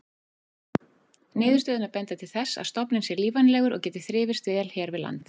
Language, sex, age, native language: Icelandic, female, 40-49, Icelandic